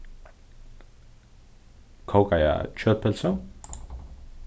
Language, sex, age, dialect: Faroese, male, 15-35, Suðurstreymoy